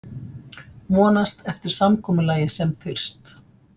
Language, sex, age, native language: Icelandic, female, 50-59, Icelandic